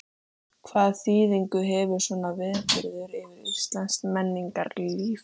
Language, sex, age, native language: Icelandic, female, 13, Icelandic